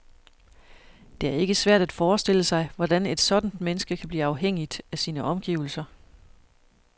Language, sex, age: Danish, female, 41